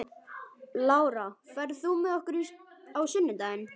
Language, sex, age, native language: Icelandic, male, 11, Icelandic